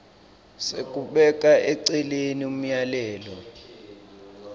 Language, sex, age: Swati, male, 26